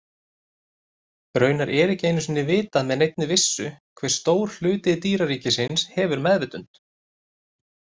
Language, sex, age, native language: Icelandic, male, 30-39, Icelandic